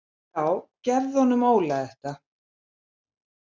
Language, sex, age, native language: Icelandic, female, 70-79, Icelandic